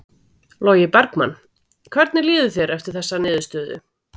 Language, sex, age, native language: Icelandic, female, 40-49, Icelandic